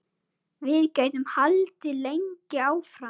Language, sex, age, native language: Icelandic, male, 9, Icelandic